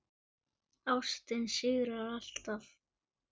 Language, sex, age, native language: Icelandic, male, 9, Icelandic